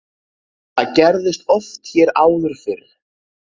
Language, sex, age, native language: Icelandic, male, 30-39, Icelandic